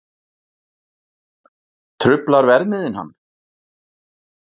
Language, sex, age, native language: Icelandic, male, 40-49, Icelandic